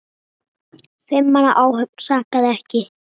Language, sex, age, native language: Icelandic, female, 7, Icelandic